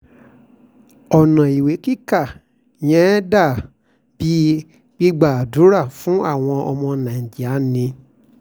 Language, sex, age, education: Yoruba, male, 46-60, tertiary